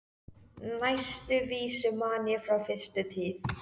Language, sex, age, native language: Icelandic, male, 13, Icelandic